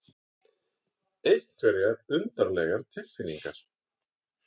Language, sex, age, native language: Icelandic, male, 40-49, Icelandic